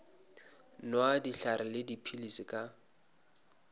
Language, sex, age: Northern Sotho, male, 26